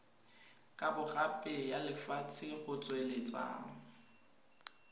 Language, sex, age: Tswana, female, 22